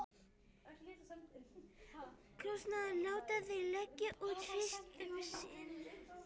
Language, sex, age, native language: Icelandic, male, 12, Icelandic